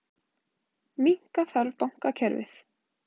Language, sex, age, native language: Icelandic, female, 20-29, Icelandic